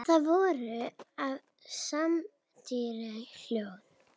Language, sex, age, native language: Icelandic, female, 7, Icelandic